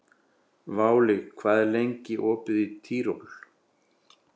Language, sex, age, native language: Icelandic, male, 40-49, Icelandic